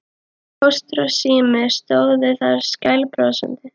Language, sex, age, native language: Icelandic, female, 12, Icelandic